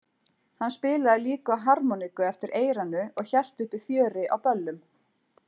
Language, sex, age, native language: Icelandic, female, 40-49, Icelandic